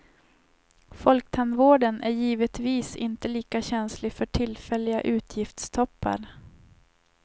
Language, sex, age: Swedish, female, 25